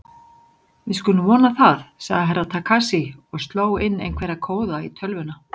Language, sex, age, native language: Icelandic, male, 60-69, Icelandic